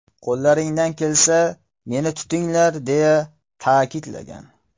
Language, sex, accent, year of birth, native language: Uzbek, male, Farg'ona, 1995, Uzbek